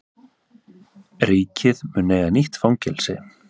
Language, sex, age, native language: Icelandic, male, 30-39, Icelandic